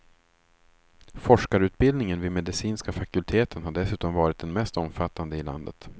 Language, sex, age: Swedish, male, 36